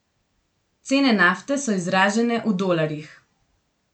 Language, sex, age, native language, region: Slovenian, female, 18-29, Slovenian, Gorenjska region